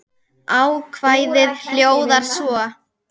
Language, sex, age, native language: Icelandic, female, 10, Icelandic